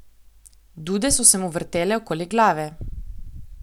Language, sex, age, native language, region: Slovenian, female, 18-29, Slovenian, Coastal Karst region